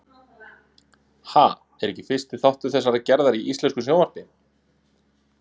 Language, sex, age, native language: Icelandic, male, 30-39, Icelandic